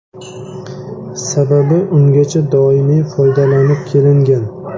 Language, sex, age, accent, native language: Uzbek, male, 25-34, Samarqand, Uzbek